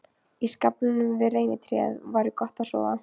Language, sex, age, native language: Icelandic, female, 15, Icelandic